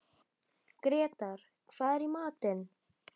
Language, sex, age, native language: Icelandic, female, 12, Icelandic